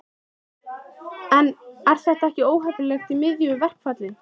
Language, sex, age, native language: Icelandic, female, 13, Icelandic